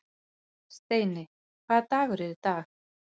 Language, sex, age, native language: Icelandic, female, 40-49, Icelandic